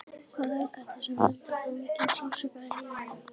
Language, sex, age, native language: Icelandic, female, 11, Icelandic